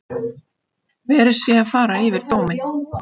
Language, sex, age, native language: Icelandic, female, 50-59, Icelandic